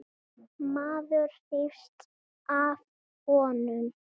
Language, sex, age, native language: Icelandic, female, 7, Icelandic